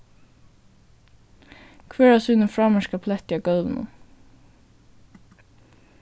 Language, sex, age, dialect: Faroese, female, 15-35, Suðurstreymoy